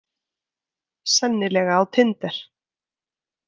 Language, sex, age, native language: Icelandic, female, 20-29, Icelandic